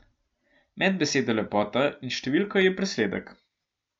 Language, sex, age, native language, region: Slovenian, male, 12-17, Slovenian, Gorenjska region